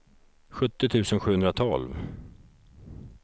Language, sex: Swedish, male